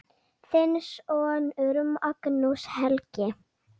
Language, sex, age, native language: Icelandic, female, 8, Icelandic